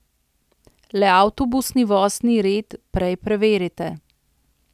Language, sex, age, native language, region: Slovenian, female, 30-49, Slovenian, Central Slovenia